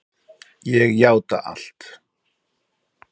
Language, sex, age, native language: Icelandic, male, 40-49, Icelandic